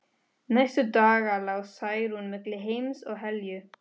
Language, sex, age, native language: Icelandic, female, 13, Spanish